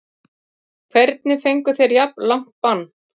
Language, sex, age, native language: Icelandic, female, 50-59, Icelandic